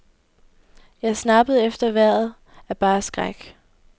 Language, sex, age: Danish, female, 18